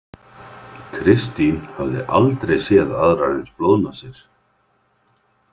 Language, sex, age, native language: Icelandic, male, 50-59, Icelandic